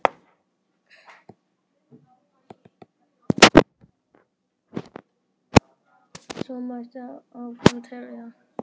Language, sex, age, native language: Icelandic, male, 10, Icelandic